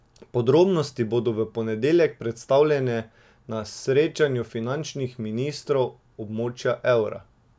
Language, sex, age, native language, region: Slovenian, male, 18-29, Slovenian, Drava region